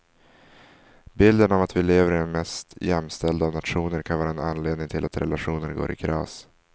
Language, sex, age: Swedish, male, 19